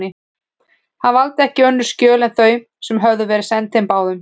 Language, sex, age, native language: Icelandic, female, 40-49, Icelandic